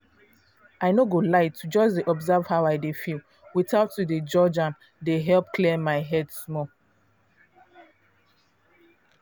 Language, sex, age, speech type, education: Nigerian Pidgin, female, 30-45, spontaneous, tertiary